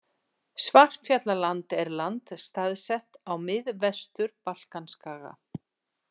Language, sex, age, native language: Icelandic, female, 60-69, Icelandic